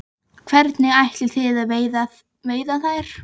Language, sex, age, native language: Icelandic, female, 11, Icelandic